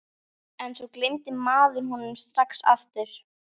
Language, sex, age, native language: Icelandic, female, 12, Icelandic